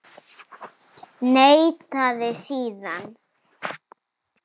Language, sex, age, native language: Icelandic, female, 7, Icelandic